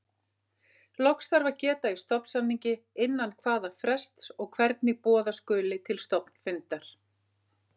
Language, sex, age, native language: Icelandic, female, 50-59, Icelandic